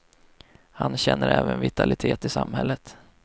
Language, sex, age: Swedish, male, 25